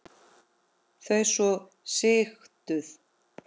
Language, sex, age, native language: Icelandic, female, 10, Icelandic